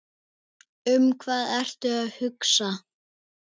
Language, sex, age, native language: Icelandic, male, 8, Icelandic